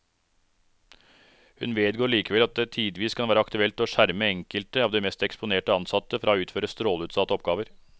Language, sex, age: Norwegian, male, 36